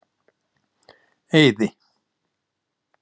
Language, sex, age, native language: Icelandic, male, 60-69, Icelandic